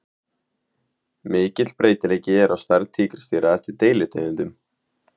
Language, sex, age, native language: Icelandic, male, 18-19, Icelandic